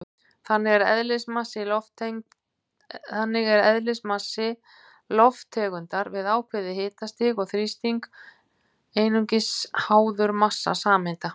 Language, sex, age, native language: Icelandic, female, 50-59, Icelandic